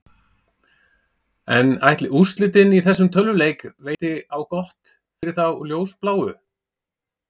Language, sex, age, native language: Icelandic, male, 40-49, Icelandic